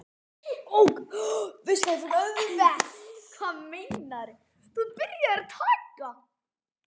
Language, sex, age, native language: Icelandic, female, 30-39, Icelandic